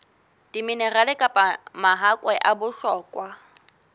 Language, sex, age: Southern Sotho, female, 18